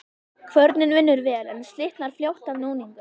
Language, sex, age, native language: Icelandic, female, 11, Icelandic